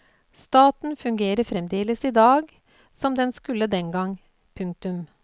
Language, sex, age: Norwegian, female, 48